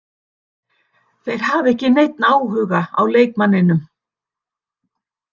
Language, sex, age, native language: Icelandic, female, 60-69, Icelandic